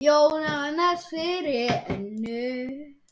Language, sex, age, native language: Icelandic, male, 10, Icelandic